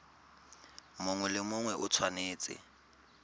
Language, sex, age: Tswana, male, 22